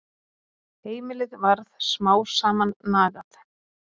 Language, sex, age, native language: Icelandic, female, 30-39, Icelandic